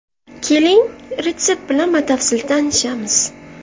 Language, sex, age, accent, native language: Uzbek, female, 18-24, Navoiy, Uzbek